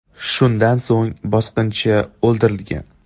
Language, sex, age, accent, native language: Uzbek, male, 18-24, Andijon, Uzbek